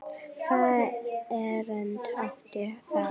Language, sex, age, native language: Icelandic, female, 9, Icelandic